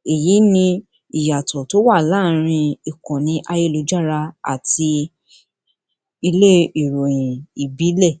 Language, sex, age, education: Yoruba, female, 60+, tertiary